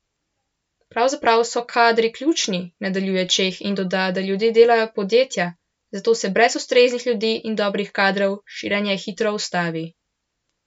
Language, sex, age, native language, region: Slovenian, male, 12-17, Slovenian, Central Slovenia